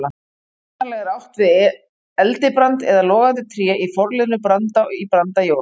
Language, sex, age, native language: Icelandic, female, 40-49, Icelandic